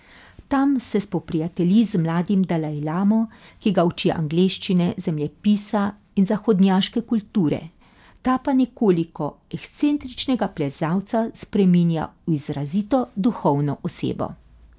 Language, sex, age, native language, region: Slovenian, female, 50-59, Slovenian, Carinthia region